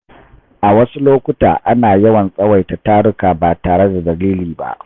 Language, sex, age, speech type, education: Hausa, male, 30-45, read, tertiary